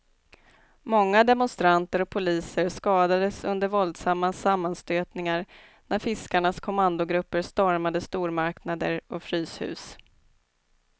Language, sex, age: Swedish, female, 29